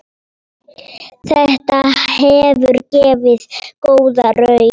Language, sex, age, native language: Icelandic, female, 9, Polish